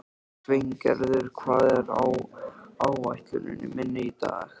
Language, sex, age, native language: Icelandic, male, 13, Icelandic